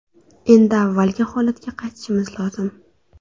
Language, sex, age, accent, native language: Uzbek, female, under 19, Toshkent viloyati, Uzbek